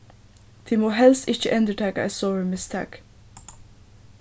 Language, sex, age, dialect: Faroese, female, 15-35, Suðurstreymoy